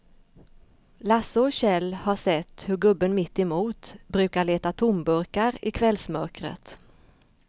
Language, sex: Swedish, female